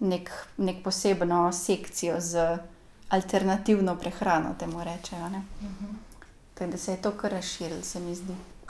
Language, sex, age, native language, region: Slovenian, female, 18-29, Slovenian, Gorica region